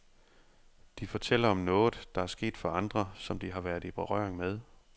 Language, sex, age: Danish, male, 30